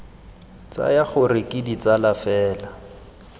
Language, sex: Tswana, male